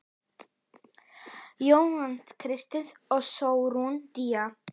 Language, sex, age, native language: Icelandic, female, 10, Icelandic